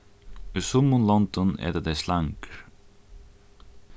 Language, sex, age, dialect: Faroese, male, 15-35, Norðuroyggjar